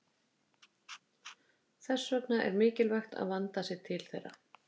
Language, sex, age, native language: Icelandic, female, 50-59, Icelandic